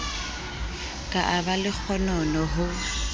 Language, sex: Southern Sotho, female